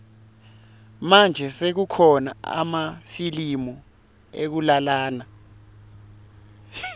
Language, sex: Swati, male